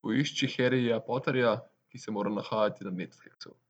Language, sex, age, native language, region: Slovenian, male, 18-29, Slovenian, Central Slovenia